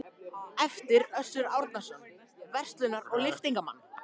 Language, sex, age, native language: Icelandic, male, 14, Icelandic